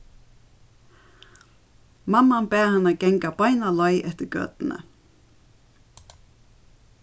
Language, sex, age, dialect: Faroese, female, 36-60, Suðurstreymoy